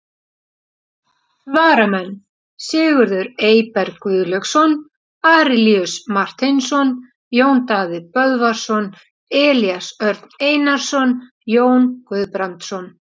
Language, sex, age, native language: Icelandic, female, 40-49, Icelandic